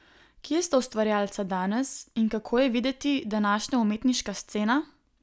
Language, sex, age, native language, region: Slovenian, female, 18-29, Slovenian, Southeast Slovenia